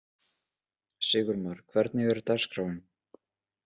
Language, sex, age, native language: Icelandic, male, 20-29, Icelandic